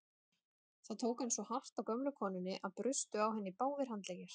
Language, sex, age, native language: Icelandic, female, 30-39, Icelandic